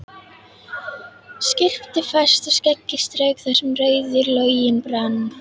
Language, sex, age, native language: Icelandic, female, 11, Icelandic